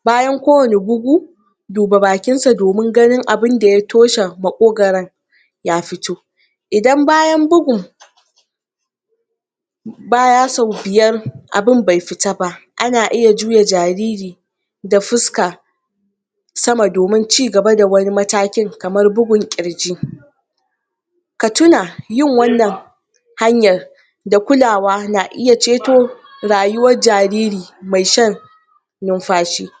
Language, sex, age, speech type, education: Hausa, female, 46-60, spontaneous, tertiary